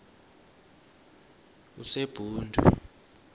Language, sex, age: South Ndebele, male, 22